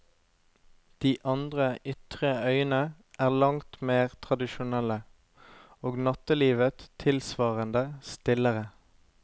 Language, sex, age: Norwegian, male, 25